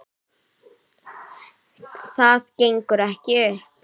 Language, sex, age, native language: Icelandic, female, 9, Icelandic